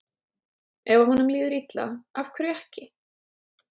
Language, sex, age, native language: Icelandic, female, 30-39, Icelandic